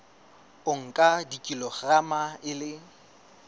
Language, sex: Southern Sotho, female